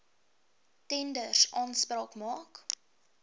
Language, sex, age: Afrikaans, female, 23